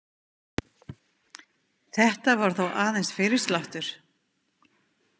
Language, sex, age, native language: Icelandic, female, 50-59, Icelandic